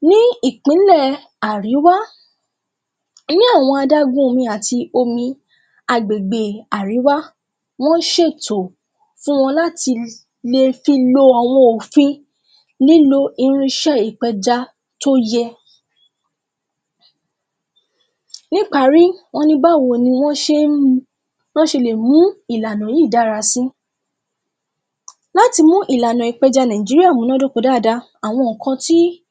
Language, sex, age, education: Yoruba, female, 15-29, tertiary